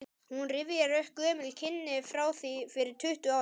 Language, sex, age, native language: Icelandic, male, 12, Icelandic